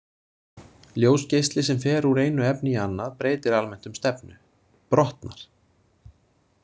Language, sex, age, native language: Icelandic, male, 30-39, Icelandic